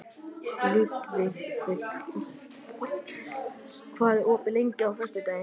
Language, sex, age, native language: Icelandic, male, 12, Icelandic